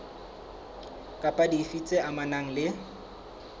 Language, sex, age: Southern Sotho, male, 23